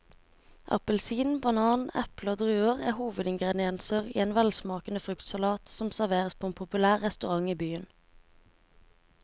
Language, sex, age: Norwegian, female, 17